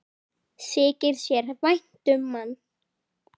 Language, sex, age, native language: Icelandic, female, 9, Icelandic